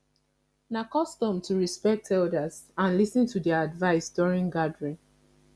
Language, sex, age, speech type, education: Nigerian Pidgin, female, 15-29, spontaneous, tertiary